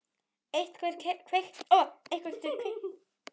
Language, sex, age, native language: Icelandic, female, 8, Icelandic